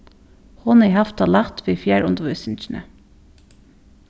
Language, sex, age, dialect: Faroese, female, 15-35, Suðurstreymoy